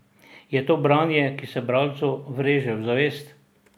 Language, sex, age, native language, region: Slovenian, male, 60+, Slovenian, Drava region